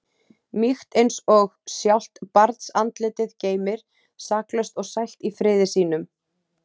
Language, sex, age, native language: Icelandic, female, 30-39, Icelandic